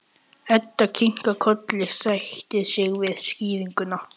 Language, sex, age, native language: Icelandic, male, 11, Icelandic